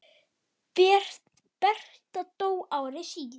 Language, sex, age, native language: Icelandic, male, 8, Icelandic